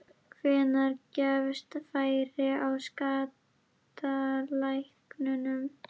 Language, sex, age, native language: Icelandic, female, 11, Icelandic